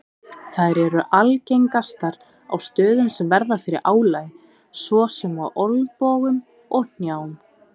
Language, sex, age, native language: Icelandic, female, 20-29, Icelandic